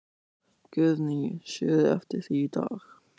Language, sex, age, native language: Icelandic, male, 14, German